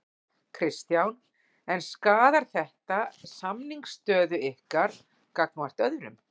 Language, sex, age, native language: Icelandic, female, 40-49, Icelandic